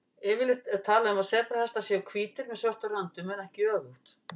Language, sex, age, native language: Icelandic, female, 50-59, Icelandic